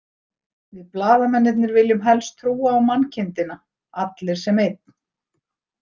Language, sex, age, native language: Icelandic, female, 60-69, Icelandic